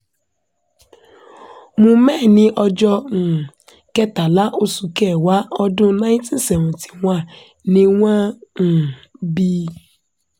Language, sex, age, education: Yoruba, female, 15-29, tertiary